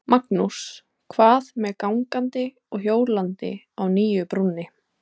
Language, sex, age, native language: Icelandic, female, 20-29, Icelandic